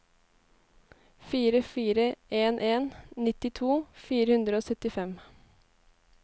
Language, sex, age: Norwegian, female, 18